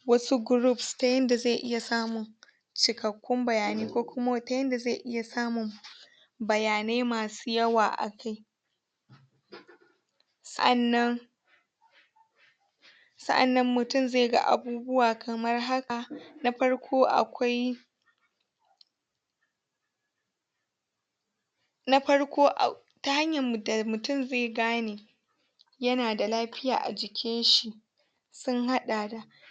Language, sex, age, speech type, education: Hausa, female, 15-29, spontaneous, tertiary